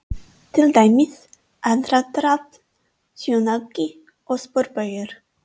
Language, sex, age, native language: Icelandic, female, 30-39, English